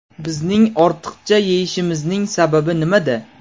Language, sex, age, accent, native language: Uzbek, male, 19-29, Namangan, Uzbek